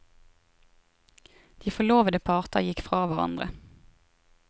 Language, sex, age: Norwegian, female, 23